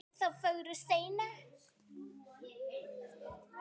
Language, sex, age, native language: Icelandic, female, 9, Icelandic